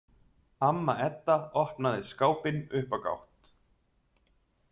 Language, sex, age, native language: Icelandic, male, 30-39, Icelandic